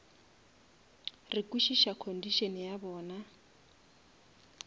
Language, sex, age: Northern Sotho, female, 27